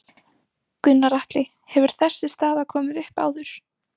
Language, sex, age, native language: Icelandic, female, 18-19, Icelandic